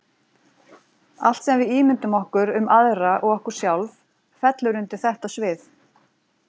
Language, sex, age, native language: Icelandic, female, 40-49, Icelandic